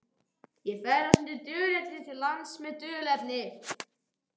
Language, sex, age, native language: Icelandic, male, 13, Icelandic